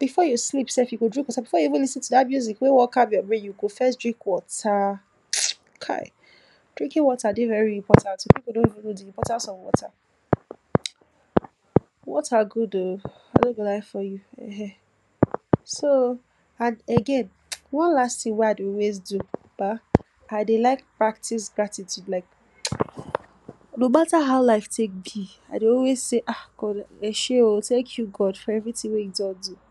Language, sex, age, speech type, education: Nigerian Pidgin, female, 46-60, spontaneous, tertiary